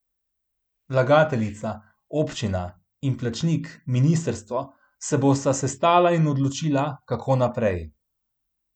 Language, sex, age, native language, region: Slovenian, male, 30-49, Slovenian, Central Slovenia